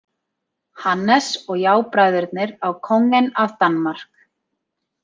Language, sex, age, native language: Icelandic, female, 30-39, Icelandic